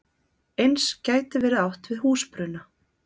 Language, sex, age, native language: Icelandic, female, 30-39, Icelandic